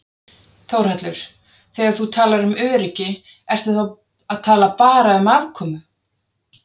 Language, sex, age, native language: Icelandic, female, 30-39, Icelandic